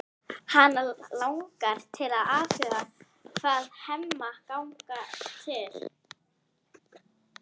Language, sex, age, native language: Icelandic, female, 11, Icelandic